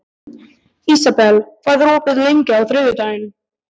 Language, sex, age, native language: Icelandic, male, 12, Icelandic